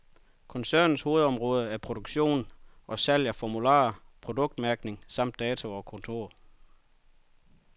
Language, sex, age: Danish, male, 31